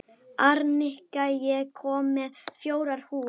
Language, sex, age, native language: Icelandic, female, 12, Icelandic